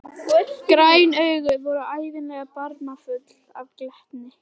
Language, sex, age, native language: Icelandic, female, 11, Icelandic